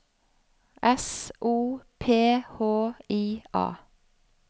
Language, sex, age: Norwegian, female, 45